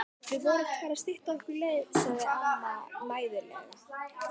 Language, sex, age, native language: Icelandic, female, 12, Icelandic